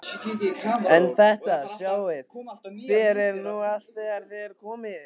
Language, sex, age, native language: Icelandic, male, 15, Icelandic